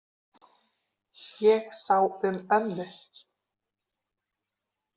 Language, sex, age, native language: Icelandic, female, 40-49, Icelandic